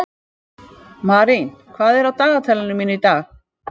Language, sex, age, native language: Icelandic, female, 50-59, Icelandic